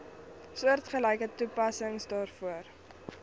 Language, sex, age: Afrikaans, female, 21